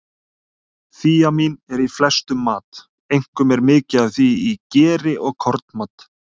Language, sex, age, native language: Icelandic, male, 30-39, Icelandic